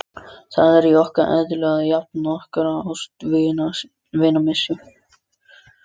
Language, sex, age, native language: Icelandic, other, 13, Icelandic